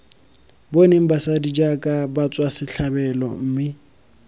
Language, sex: Tswana, male